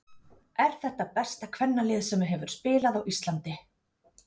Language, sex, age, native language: Icelandic, female, 40-49, Icelandic